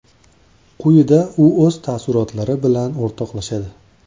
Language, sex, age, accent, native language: Uzbek, male, 25-34, Andijon, Uzbek